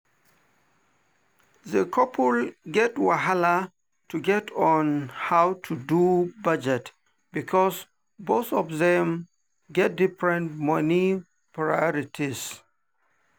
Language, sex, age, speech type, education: Nigerian Pidgin, male, 30-45, spontaneous, tertiary